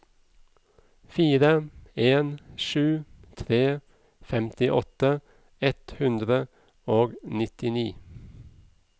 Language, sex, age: Norwegian, male, 37